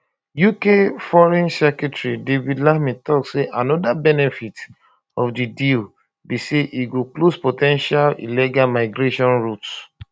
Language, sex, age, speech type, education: Nigerian Pidgin, male, 30-45, spontaneous, tertiary